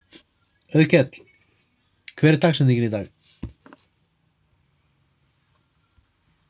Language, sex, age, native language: Icelandic, male, 30-39, Icelandic